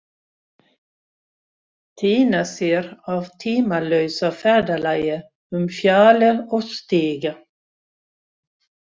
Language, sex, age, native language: Icelandic, female, 60-69, Swedish